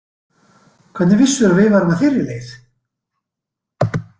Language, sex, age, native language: Icelandic, male, 60-69, Icelandic